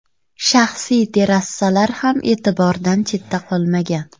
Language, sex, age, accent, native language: Uzbek, female, 25-34, Farg'ona, Uzbek